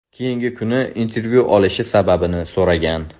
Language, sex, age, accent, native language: Uzbek, male, 18-24, Samarqand, Uzbek